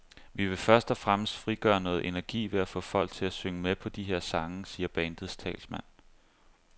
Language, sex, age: Danish, male, 25